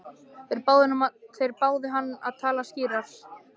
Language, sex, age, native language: Icelandic, male, 13, Icelandic